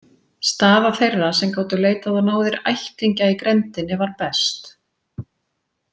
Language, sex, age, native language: Icelandic, female, 40-49, Icelandic